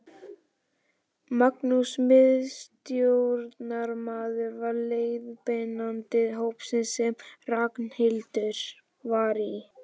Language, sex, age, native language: Icelandic, male, 12, Icelandic